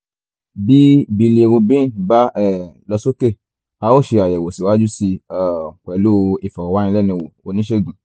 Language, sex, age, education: Yoruba, male, 15-29, tertiary